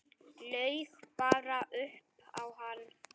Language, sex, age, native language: Icelandic, male, 9, Icelandic